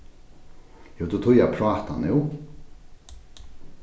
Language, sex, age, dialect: Faroese, male, 36-60, Norðurstreymoy/Eysturoy